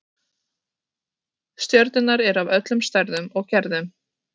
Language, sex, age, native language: Icelandic, female, 30-39, Icelandic